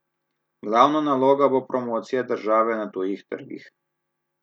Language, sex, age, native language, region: Slovenian, male, 30-49, Slovenian, Southeast Slovenia